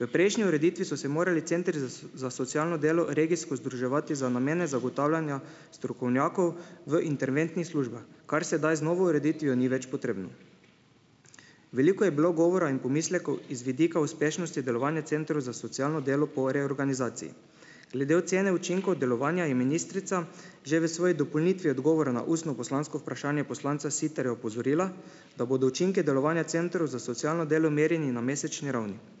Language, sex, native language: Slovenian, male, Slovenian